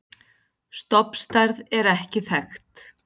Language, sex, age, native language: Icelandic, female, 40-49, Icelandic